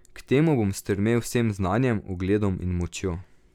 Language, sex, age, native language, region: Slovenian, male, 18-29, Slovenian, Drava region